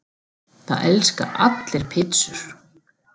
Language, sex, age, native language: Icelandic, female, 40-49, Icelandic